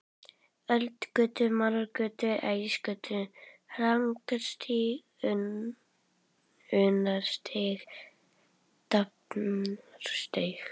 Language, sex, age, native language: Icelandic, female, 11, Icelandic